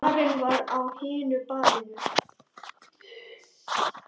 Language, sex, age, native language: Icelandic, male, 10, Icelandic